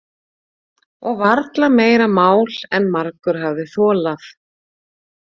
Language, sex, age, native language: Icelandic, female, 40-49, Icelandic